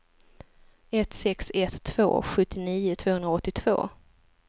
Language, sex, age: Swedish, female, 25